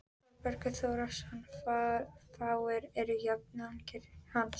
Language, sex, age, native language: Icelandic, female, 13, Icelandic